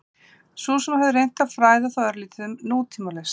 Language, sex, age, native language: Icelandic, female, 50-59, Icelandic